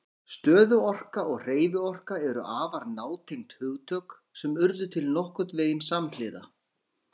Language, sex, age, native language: Icelandic, male, 40-49, Icelandic